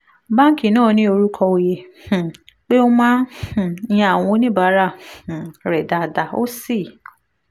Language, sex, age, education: Yoruba, female, 15-29, tertiary